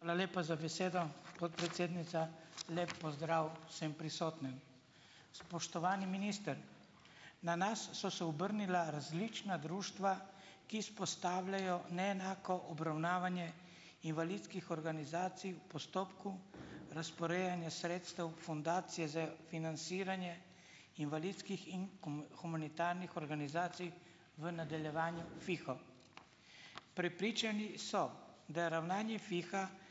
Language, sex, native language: Slovenian, male, Slovenian